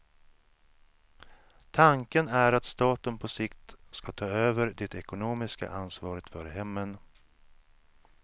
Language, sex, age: Swedish, male, 37